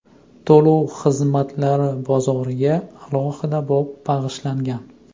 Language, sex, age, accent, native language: Uzbek, male, 25-34, Andijon, Uzbek